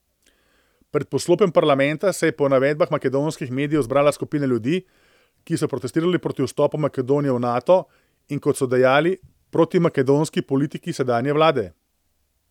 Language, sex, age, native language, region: Slovenian, male, 30-49, Slovenian, Central Slovenia